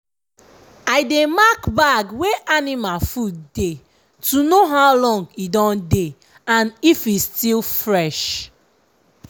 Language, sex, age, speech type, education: Nigerian Pidgin, female, 15-29, spontaneous, tertiary